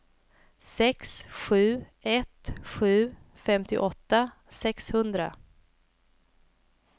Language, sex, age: Swedish, female, 28